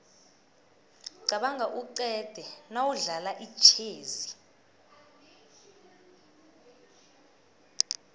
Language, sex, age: South Ndebele, female, 19